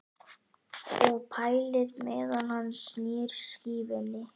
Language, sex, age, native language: Icelandic, male, 11, Icelandic